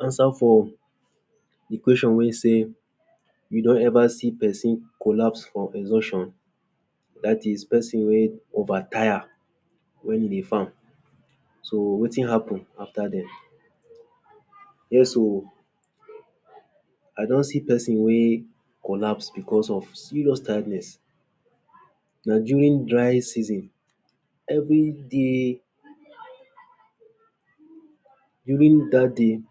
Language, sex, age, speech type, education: Nigerian Pidgin, male, 30-45, spontaneous, tertiary